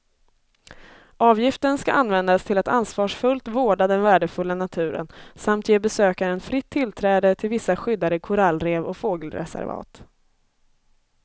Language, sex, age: Swedish, female, 24